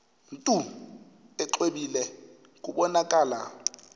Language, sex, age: Xhosa, male, 33